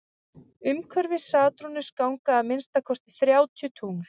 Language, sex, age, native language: Icelandic, female, 30-39, Icelandic